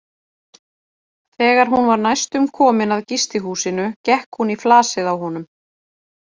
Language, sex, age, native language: Icelandic, female, 40-49, Icelandic